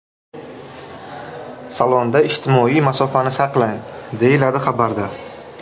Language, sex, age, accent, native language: Uzbek, male, 18-24, Navoiy, Uzbek